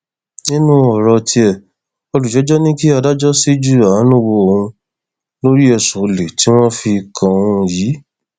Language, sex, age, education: Yoruba, male, 15-29, tertiary